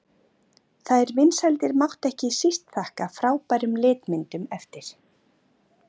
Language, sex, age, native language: Icelandic, female, 40-49, Icelandic